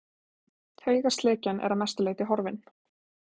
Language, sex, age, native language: Icelandic, female, 20-29, Icelandic